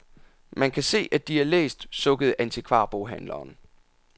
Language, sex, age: Danish, male, 27